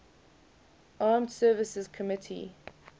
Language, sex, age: English, female, 21